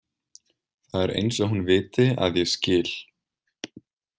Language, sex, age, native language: Icelandic, male, 20-29, Icelandic